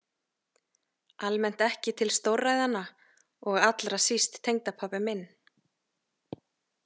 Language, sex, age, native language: Icelandic, female, 30-39, Icelandic